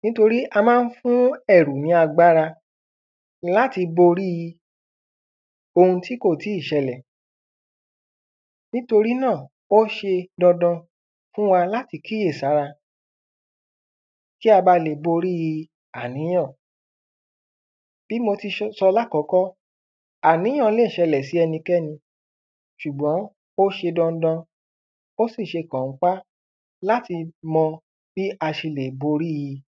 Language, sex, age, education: Yoruba, male, 15-29, tertiary